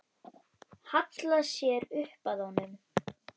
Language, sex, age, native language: Icelandic, female, 10, Icelandic